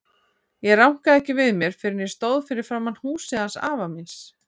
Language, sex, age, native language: Icelandic, female, 40-49, Icelandic